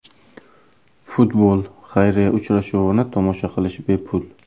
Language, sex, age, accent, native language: Uzbek, male, 18-24, Buxoro, Uzbek